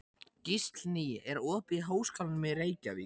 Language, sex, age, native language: Icelandic, male, 14, Icelandic